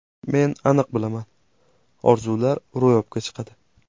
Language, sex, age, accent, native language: Uzbek, male, 18-24, Jizzax, Uzbek